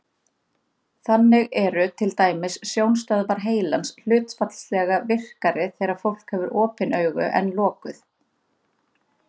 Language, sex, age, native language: Icelandic, female, 30-39, Icelandic